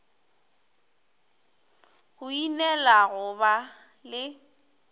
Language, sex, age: Northern Sotho, female, 21